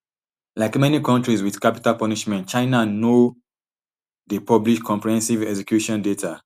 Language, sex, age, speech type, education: Nigerian Pidgin, male, 30-45, spontaneous, tertiary